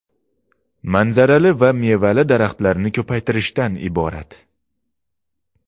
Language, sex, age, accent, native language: Uzbek, male, 19-29, Xorazm, Uzbek